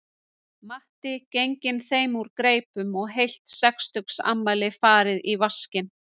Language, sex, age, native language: Icelandic, female, 30-39, Icelandic